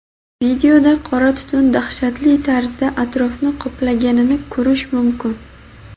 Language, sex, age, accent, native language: Uzbek, female, 19-29, Buxoro, Uzbek